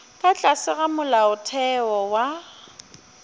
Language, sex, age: Northern Sotho, female, 30